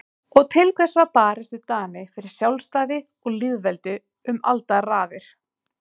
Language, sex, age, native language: Icelandic, female, 30-39, Icelandic